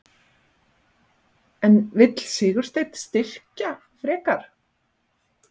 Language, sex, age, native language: Icelandic, female, 40-49, Icelandic